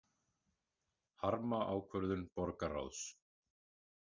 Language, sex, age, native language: Icelandic, male, 40-49, Icelandic